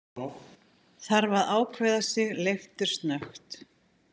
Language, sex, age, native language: Icelandic, female, 50-59, Icelandic